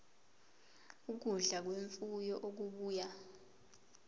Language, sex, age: Zulu, female, 22